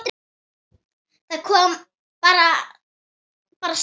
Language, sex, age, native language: Icelandic, female, 8, Icelandic